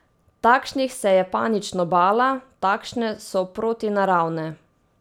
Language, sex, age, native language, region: Slovenian, female, 18-29, Slovenian, Savinja region